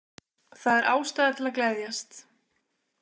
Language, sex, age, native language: Icelandic, female, 20-29, Icelandic